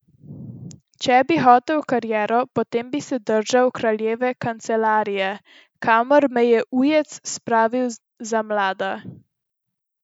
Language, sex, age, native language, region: Slovenian, female, 12-17, Slovenian, Central Slovenia